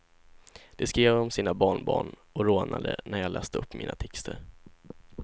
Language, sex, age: Swedish, male, 16